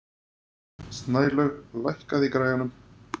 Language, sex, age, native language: Icelandic, male, 30-39, Icelandic